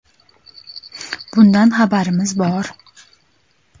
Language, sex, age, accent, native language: Uzbek, female, 18-24, Andijon, Uzbek